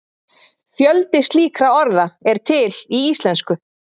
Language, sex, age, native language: Icelandic, female, 30-39, Icelandic